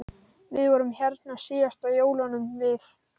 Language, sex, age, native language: Icelandic, male, 12, Icelandic